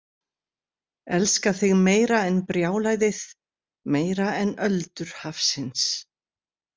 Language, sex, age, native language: Icelandic, female, 60-69, Icelandic